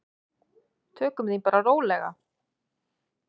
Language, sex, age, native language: Icelandic, female, 30-39, Icelandic